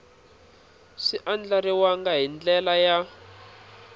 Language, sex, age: Tsonga, male, 26